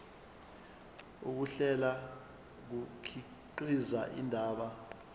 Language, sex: Zulu, male